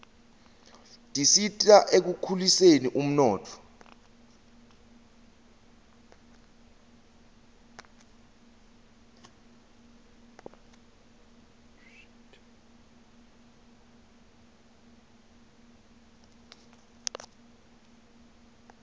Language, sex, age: Swati, male, 20